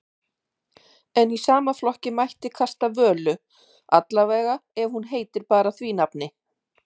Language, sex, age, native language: Icelandic, female, 50-59, Icelandic